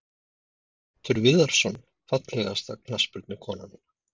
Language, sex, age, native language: Icelandic, male, 50-59, Icelandic